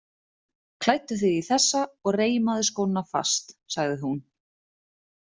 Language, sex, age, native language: Icelandic, female, 30-39, Icelandic